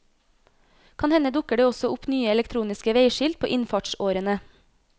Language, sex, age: Norwegian, female, 26